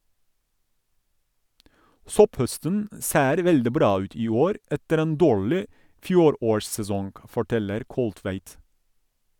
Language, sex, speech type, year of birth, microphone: Norwegian, male, read, 1982, Sennheiser